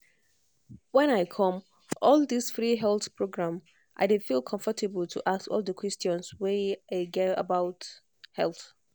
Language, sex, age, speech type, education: Nigerian Pidgin, female, 15-29, spontaneous, tertiary